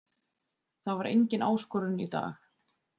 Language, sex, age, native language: Icelandic, female, 20-29, Icelandic